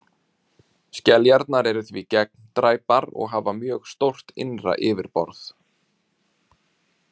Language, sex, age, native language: Icelandic, male, 30-39, Icelandic